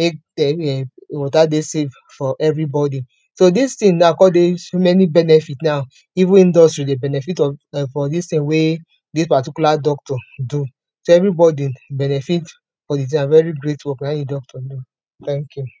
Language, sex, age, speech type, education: Nigerian Pidgin, female, 30-45, spontaneous, tertiary